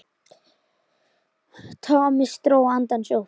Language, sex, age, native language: Icelandic, male, 10, Icelandic